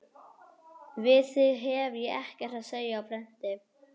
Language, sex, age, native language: Icelandic, male, 11, Icelandic